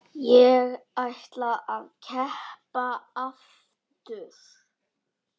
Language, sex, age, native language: Icelandic, male, 9, Icelandic